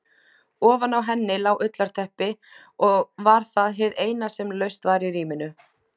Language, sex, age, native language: Icelandic, female, 20-29, Icelandic